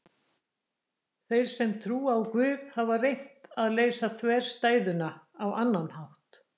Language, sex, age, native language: Icelandic, female, 60-69, Icelandic